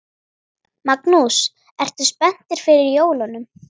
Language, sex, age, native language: Icelandic, female, 9, Icelandic